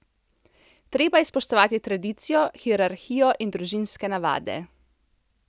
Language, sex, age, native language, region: Slovenian, female, 30-49, Slovenian, Central Slovenia